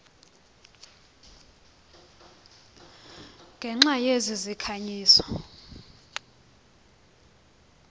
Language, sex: Xhosa, female